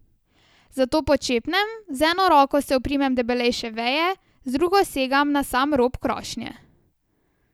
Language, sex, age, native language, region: Slovenian, female, 18-29, Slovenian, Savinja region